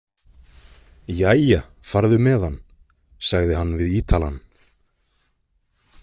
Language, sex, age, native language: Icelandic, male, 20-29, Icelandic